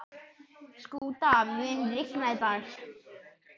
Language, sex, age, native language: Icelandic, male, 11, Icelandic